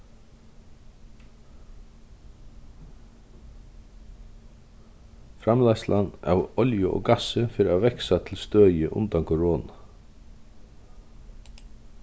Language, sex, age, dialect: Faroese, male, 36-60, Vágar